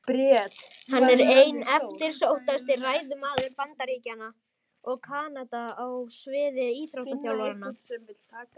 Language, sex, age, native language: Icelandic, female, 18-19, Icelandic